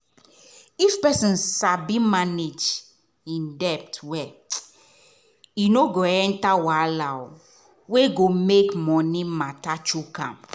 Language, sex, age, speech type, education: Nigerian Pidgin, female, 30-45, spontaneous, tertiary